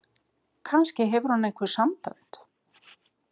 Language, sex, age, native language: Icelandic, female, 50-59, Icelandic